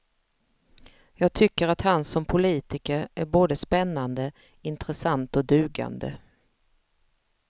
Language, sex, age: Swedish, female, 45